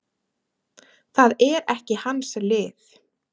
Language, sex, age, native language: Icelandic, female, 30-39, Icelandic